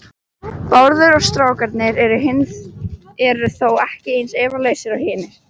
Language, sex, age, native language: Icelandic, female, 12, Icelandic